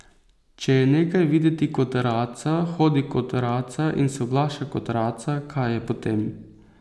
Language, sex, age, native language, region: Slovenian, male, 18-29, Slovenian, Posavska region